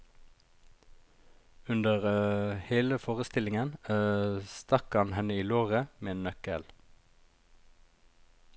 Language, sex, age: Norwegian, male, 36